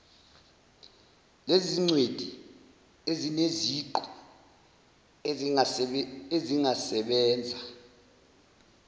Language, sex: Zulu, male